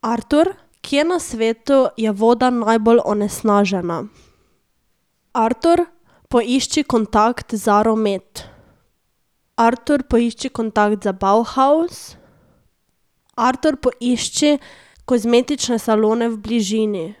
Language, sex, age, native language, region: Slovenian, female, 18-29, Slovenian, Drava region